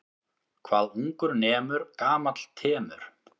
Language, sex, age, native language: Icelandic, male, 30-39, Icelandic